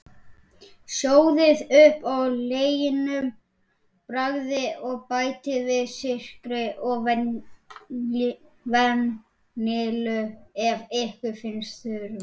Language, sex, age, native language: Icelandic, male, 18-19, Icelandic